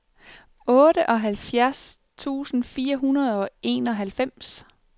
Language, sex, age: Danish, female, 36